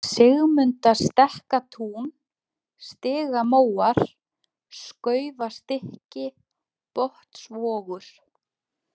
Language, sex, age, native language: Icelandic, female, 20-29, Icelandic